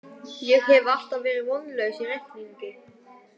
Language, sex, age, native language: Icelandic, other, 18-19, Icelandic